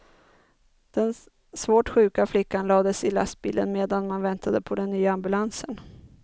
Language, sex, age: Swedish, female, 30